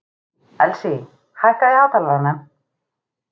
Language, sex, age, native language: Icelandic, female, 30-39, Icelandic